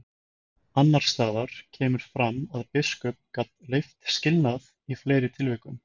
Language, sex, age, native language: Icelandic, male, 20-29, Icelandic